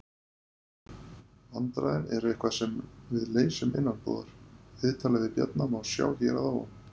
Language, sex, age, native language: Icelandic, male, 30-39, Icelandic